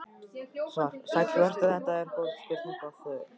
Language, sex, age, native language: Icelandic, male, 14, Icelandic